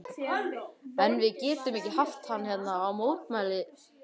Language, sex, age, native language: Icelandic, male, 11, Icelandic